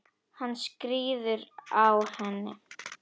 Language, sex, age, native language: Icelandic, female, 10, Icelandic